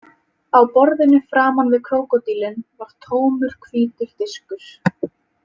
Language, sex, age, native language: Icelandic, female, 18-19, Icelandic